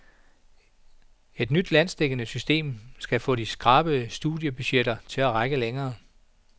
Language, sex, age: Danish, male, 49